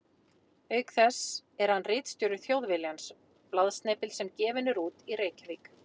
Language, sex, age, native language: Icelandic, female, 40-49, Icelandic